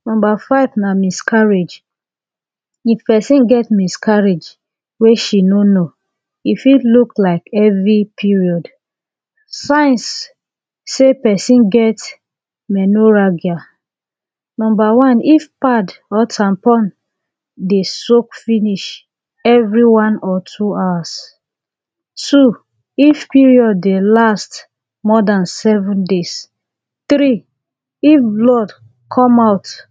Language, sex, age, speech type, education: Nigerian Pidgin, female, 30-45, spontaneous, tertiary